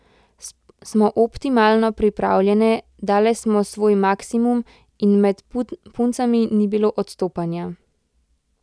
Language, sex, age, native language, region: Slovenian, female, 18-29, Slovenian, Central Slovenia